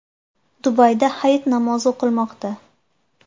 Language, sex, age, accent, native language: Uzbek, female, 18-24, Andijon, Uzbek